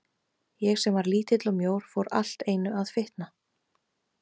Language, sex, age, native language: Icelandic, female, 30-39, Icelandic